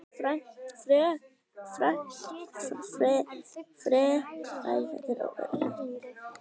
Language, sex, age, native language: Icelandic, female, 18-19, Icelandic